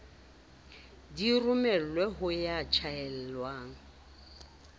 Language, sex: Southern Sotho, female